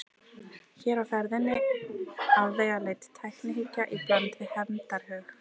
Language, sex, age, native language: Icelandic, female, 30-39, Icelandic